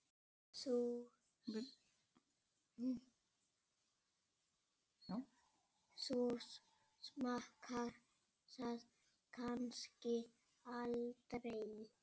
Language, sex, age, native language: Icelandic, male, 6, Icelandic